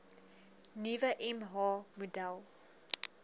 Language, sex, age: Afrikaans, female, 20